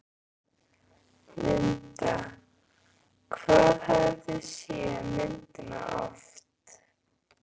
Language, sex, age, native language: Icelandic, female, 15, Icelandic